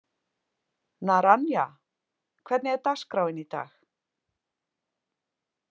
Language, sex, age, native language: Icelandic, female, 50-59, Icelandic